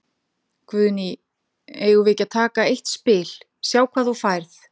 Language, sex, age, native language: Icelandic, female, 50-59, Icelandic